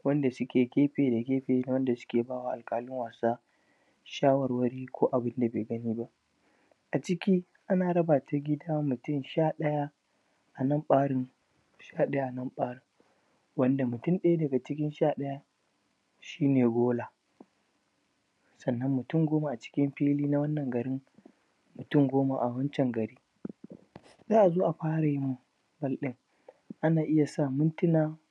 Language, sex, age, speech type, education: Hausa, male, 15-29, spontaneous, primary